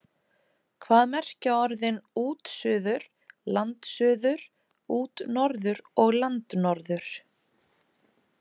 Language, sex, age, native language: Icelandic, female, 30-39, Icelandic